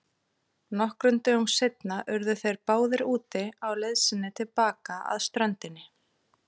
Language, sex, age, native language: Icelandic, female, 30-39, Icelandic